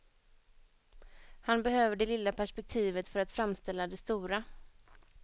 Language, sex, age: Swedish, female, 21